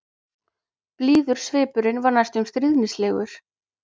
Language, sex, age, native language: Icelandic, female, 30-39, Icelandic